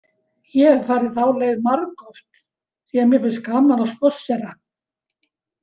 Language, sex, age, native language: Icelandic, female, 70-79, Icelandic